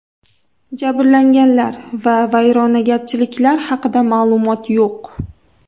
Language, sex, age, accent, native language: Uzbek, female, 18-24, Toshkent viloyati, Uzbek